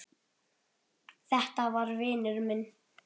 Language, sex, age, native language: Icelandic, male, 8, Icelandic